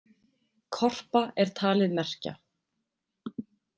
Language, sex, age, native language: Icelandic, female, 20-29, Icelandic